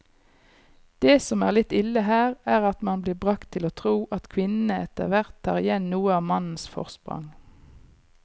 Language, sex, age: Norwegian, female, 39